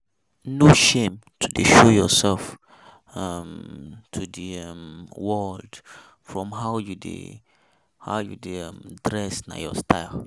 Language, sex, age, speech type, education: Nigerian Pidgin, male, 15-29, spontaneous, tertiary